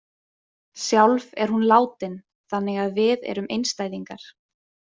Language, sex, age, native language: Icelandic, female, 20-29, Icelandic